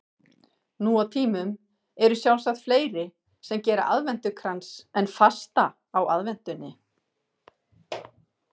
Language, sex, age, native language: Icelandic, female, 40-49, Icelandic